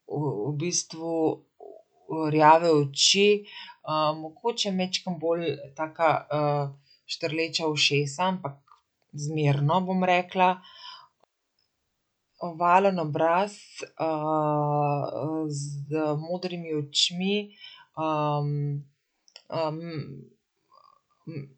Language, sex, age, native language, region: Slovenian, female, 50-59, Slovenian, Central Slovenia